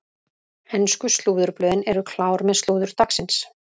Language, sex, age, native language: Icelandic, female, 30-39, Icelandic